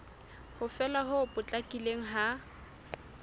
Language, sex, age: Southern Sotho, female, 20